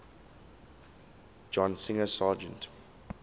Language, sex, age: English, male, 19